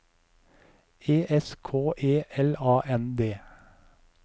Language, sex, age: Norwegian, male, 37